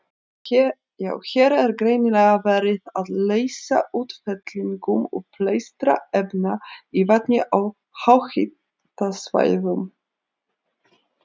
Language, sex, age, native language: Icelandic, female, 30-39, Icelandic